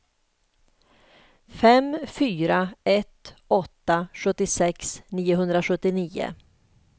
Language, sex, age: Swedish, female, 38